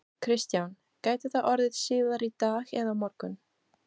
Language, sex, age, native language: Icelandic, female, 20-29, Portuguese